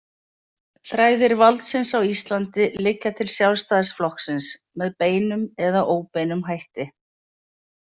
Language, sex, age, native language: Icelandic, female, 50-59, Icelandic